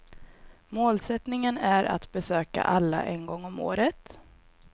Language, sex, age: Swedish, female, 22